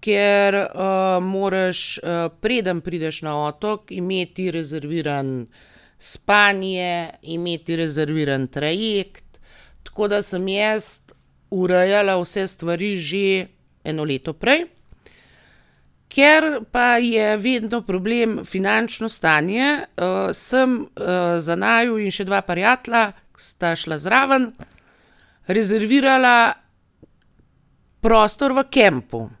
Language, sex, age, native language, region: Slovenian, female, 30-49, Slovenian, Gorenjska region